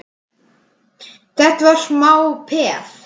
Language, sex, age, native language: Icelandic, male, 10, Icelandic